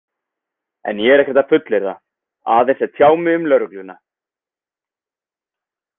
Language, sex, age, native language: Icelandic, male, 20-29, Icelandic